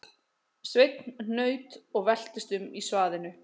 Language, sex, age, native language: Icelandic, male, 30-39, Icelandic